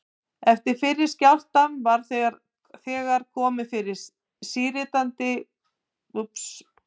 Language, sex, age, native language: Icelandic, female, 50-59, Icelandic